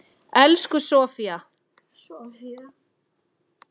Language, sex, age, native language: Icelandic, female, 10, Icelandic